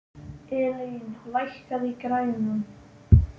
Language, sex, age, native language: Icelandic, male, 12, Icelandic